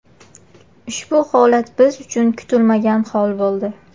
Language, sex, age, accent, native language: Uzbek, female, 18-24, Qashqadaryo, Uzbek